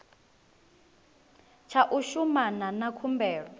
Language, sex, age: Venda, female, 19